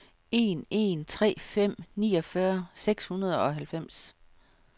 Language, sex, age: Danish, female, 55